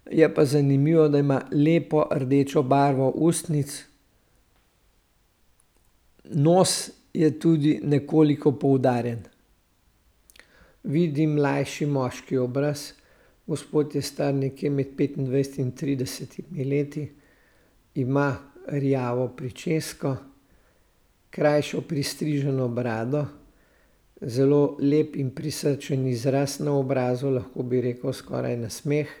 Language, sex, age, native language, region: Slovenian, male, 60+, Slovenian, Central Slovenia